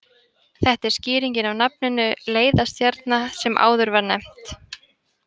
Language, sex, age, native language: Icelandic, female, 18-19, Icelandic